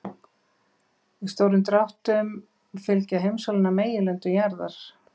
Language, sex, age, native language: Icelandic, female, 50-59, Icelandic